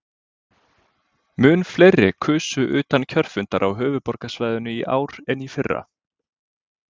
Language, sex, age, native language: Icelandic, male, 20-29, Icelandic